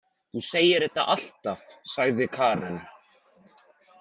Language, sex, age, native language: Icelandic, male, 40-49, Icelandic